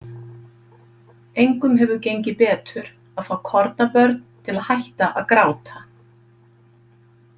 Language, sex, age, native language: Icelandic, female, 50-59, Icelandic